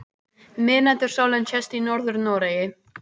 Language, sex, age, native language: Icelandic, female, 18-19, Icelandic